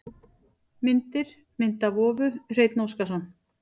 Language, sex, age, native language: Icelandic, female, 40-49, Icelandic